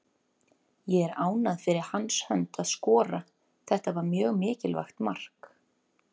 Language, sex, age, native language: Icelandic, female, 30-39, Icelandic